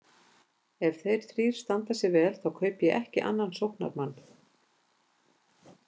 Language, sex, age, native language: Icelandic, female, 50-59, Icelandic